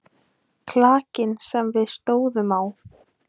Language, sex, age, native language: Icelandic, female, 20-29, Icelandic